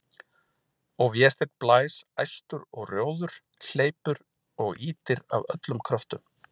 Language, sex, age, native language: Icelandic, male, 40-49, Icelandic